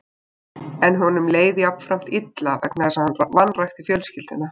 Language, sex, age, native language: Icelandic, female, 20-29, Icelandic